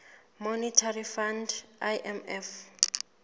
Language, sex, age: Southern Sotho, female, 19